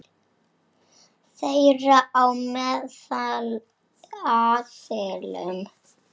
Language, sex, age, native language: Icelandic, female, 7, Icelandic